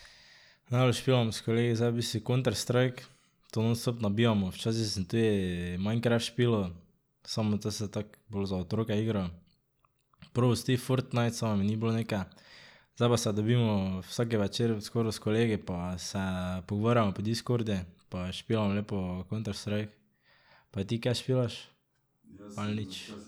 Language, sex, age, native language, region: Slovenian, male, 18-29, Slovenian, Drava region